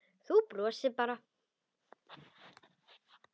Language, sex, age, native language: Icelandic, female, 10, Icelandic